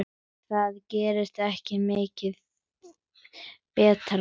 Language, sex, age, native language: Icelandic, male, 10, Icelandic